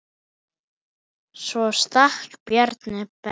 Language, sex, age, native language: Icelandic, male, 8, Icelandic